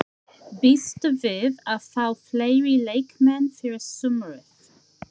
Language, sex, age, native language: Icelandic, female, 40-49, English